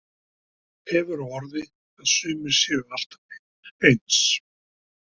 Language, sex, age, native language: Icelandic, male, 60-69, Icelandic